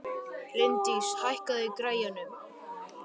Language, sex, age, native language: Icelandic, male, 12, Icelandic